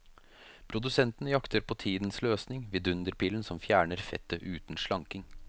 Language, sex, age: Norwegian, male, 33